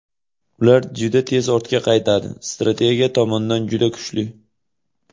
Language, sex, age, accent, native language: Uzbek, male, 18-24, Jizzax, Uzbek